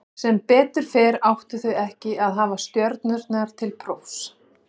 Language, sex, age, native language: Icelandic, female, 40-49, Icelandic